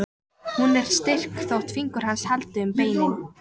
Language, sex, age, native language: Icelandic, female, 14, Icelandic